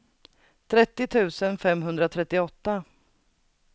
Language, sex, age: Swedish, female, 39